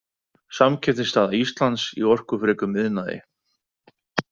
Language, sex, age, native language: Icelandic, male, 40-49, Icelandic